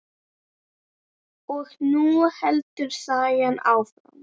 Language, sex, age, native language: Icelandic, female, 8, Icelandic